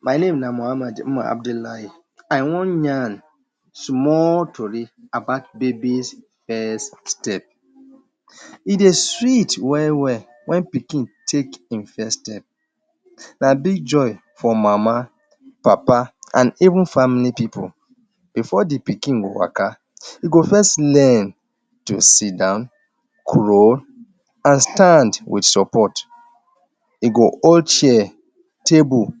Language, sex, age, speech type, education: Nigerian Pidgin, male, 30-45, spontaneous, tertiary